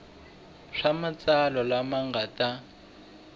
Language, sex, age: Tsonga, male, 23